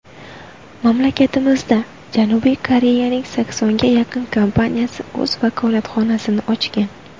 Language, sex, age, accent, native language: Uzbek, female, 19-29, Buxoro, Uzbek